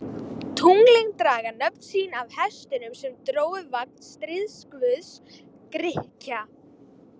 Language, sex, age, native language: Icelandic, female, 18-19, Icelandic